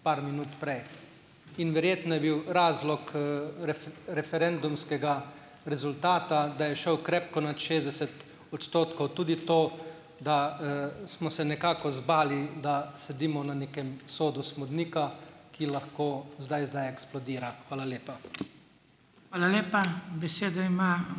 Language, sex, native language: Slovenian, male, Slovenian